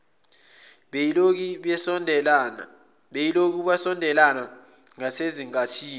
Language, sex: Zulu, male